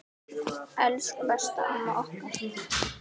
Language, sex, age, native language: Icelandic, female, 10, Icelandic